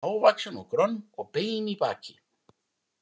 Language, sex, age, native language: Icelandic, male, 50-59, Icelandic